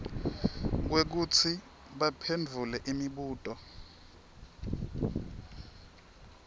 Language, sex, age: Swati, male, 23